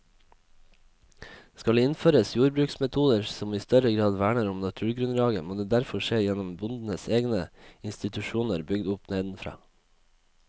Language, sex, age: Norwegian, male, 21